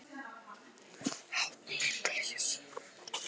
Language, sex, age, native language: Icelandic, other, 18-19, Icelandic